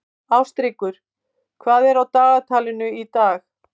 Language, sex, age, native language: Icelandic, female, 50-59, Icelandic